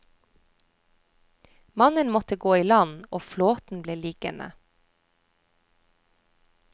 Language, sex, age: Norwegian, female, 30